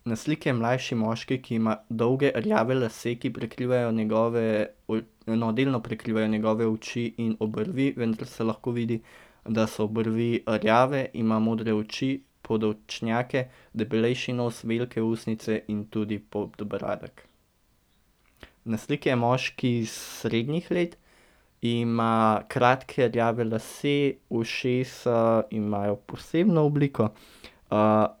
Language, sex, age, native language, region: Slovenian, male, 18-29, Slovenian, Central Slovenia